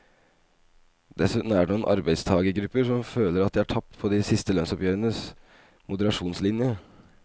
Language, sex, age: Norwegian, male, 25